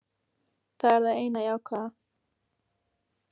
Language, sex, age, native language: Icelandic, female, 18-19, Icelandic